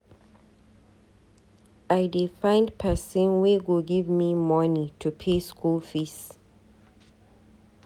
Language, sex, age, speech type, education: Nigerian Pidgin, female, 30-45, read, tertiary